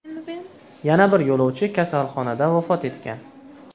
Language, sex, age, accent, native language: Uzbek, male, 18-24, Farg'ona, Uzbek